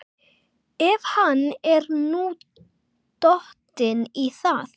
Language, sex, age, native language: Icelandic, other, 11, Icelandic